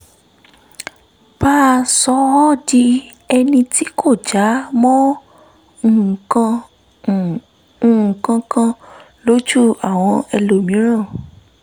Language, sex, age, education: Yoruba, female, 15-29, tertiary